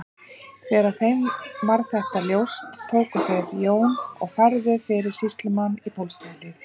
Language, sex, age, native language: Icelandic, female, 40-49, Icelandic